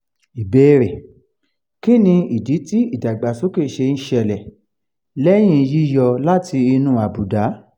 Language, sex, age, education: Yoruba, male, 46-60, tertiary